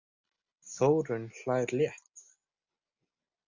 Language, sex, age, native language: Icelandic, male, 20-29, Icelandic